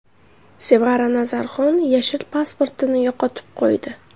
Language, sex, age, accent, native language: Uzbek, female, under 19, Namangan, Uzbek